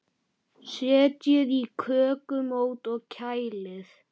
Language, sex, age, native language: Icelandic, male, 8, Icelandic